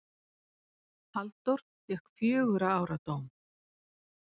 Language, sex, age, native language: Icelandic, female, 40-49, Icelandic